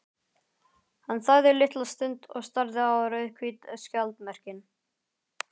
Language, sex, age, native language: Icelandic, male, 11, Icelandic